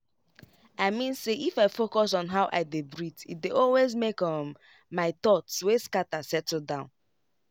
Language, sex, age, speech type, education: Nigerian Pidgin, female, 15-29, spontaneous, tertiary